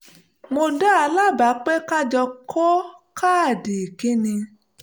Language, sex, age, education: Yoruba, female, 30-45, tertiary